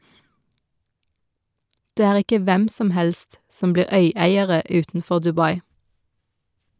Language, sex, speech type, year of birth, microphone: Norwegian, female, read, 1990, Shure